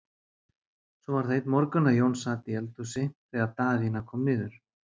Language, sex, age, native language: Icelandic, male, 40-49, Icelandic